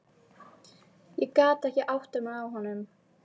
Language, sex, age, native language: Icelandic, female, 11, Icelandic